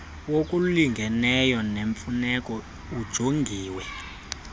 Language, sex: Xhosa, male